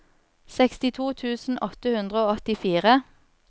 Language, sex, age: Norwegian, female, 24